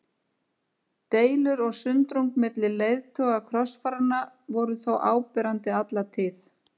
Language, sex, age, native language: Icelandic, female, 50-59, Icelandic